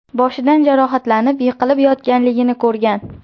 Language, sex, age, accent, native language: Uzbek, female, 18-24, Toshkent shahri, Uzbek